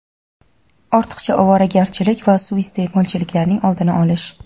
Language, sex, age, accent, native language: Uzbek, female, 19-29, Toshkent viloyati, Uzbek